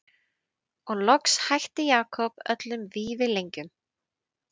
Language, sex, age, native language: Icelandic, female, 30-39, Icelandic